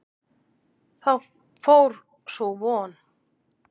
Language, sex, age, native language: Icelandic, female, 50-59, Icelandic